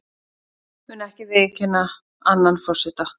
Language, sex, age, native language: Icelandic, female, 30-39, Icelandic